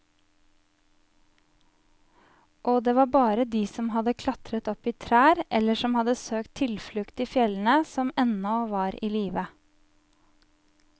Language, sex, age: Norwegian, female, 27